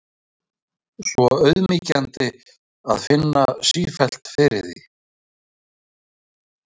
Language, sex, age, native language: Icelandic, male, 60-69, Icelandic